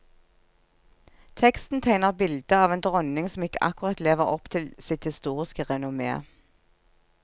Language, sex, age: Norwegian, female, 46